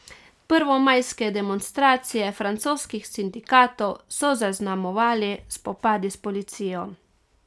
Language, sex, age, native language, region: Slovenian, female, 30-49, Slovenian, Carinthia region